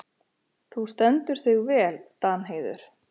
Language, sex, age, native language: Icelandic, male, 11, Icelandic